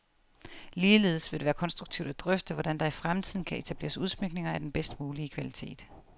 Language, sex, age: Danish, female, 30